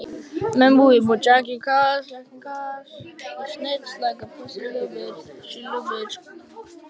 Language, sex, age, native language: Icelandic, other, 12, Icelandic